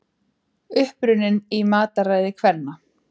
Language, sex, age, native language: Icelandic, female, 20-29, Icelandic